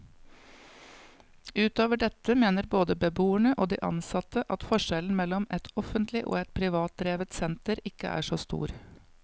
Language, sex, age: Norwegian, female, 55